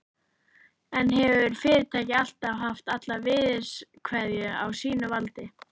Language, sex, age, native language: Icelandic, female, 11, Icelandic